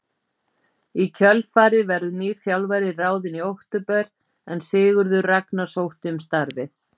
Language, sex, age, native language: Icelandic, female, 50-59, Icelandic